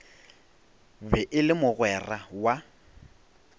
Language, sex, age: Northern Sotho, male, 21